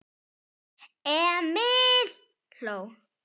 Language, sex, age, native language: Icelandic, female, 9, Icelandic